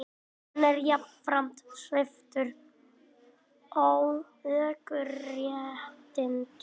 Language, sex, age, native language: Icelandic, male, 18-19, Icelandic